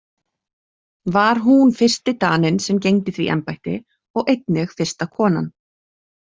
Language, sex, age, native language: Icelandic, female, 40-49, Icelandic